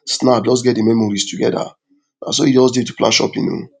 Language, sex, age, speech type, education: Nigerian Pidgin, male, 46-60, spontaneous, tertiary